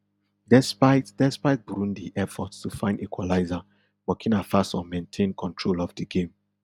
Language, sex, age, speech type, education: Nigerian Pidgin, male, 30-45, spontaneous, tertiary